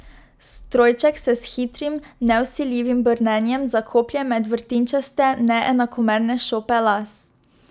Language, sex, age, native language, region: Slovenian, female, 12-17, Slovenian, Drava region